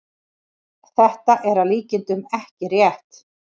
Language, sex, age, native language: Icelandic, female, 40-49, Icelandic